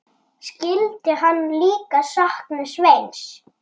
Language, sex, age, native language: Icelandic, male, 6, Icelandic